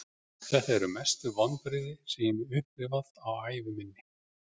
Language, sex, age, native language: Icelandic, male, 40-49, Icelandic